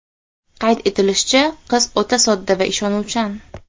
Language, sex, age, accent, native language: Uzbek, female, 18-24, Xorazm, Uzbek